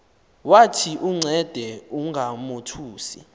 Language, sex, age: Xhosa, male, 19